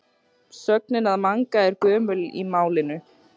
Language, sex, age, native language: Icelandic, female, 18-19, Icelandic